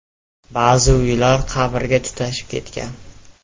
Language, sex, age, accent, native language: Uzbek, male, 12-17, Toshkent viloyati, Uzbek